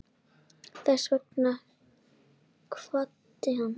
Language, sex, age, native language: Icelandic, female, 10, Icelandic